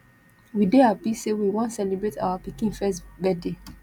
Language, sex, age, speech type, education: Nigerian Pidgin, female, 15-29, spontaneous, tertiary